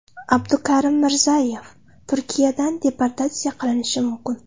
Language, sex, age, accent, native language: Uzbek, female, 18-24, Namangan, Uzbek